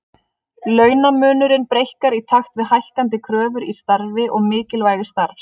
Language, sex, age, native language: Icelandic, female, 30-39, Icelandic